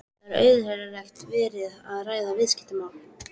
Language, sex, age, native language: Icelandic, female, 13, Icelandic